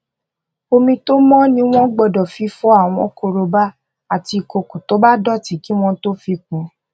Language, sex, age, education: Yoruba, female, 15-29, tertiary